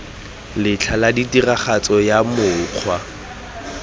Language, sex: Tswana, male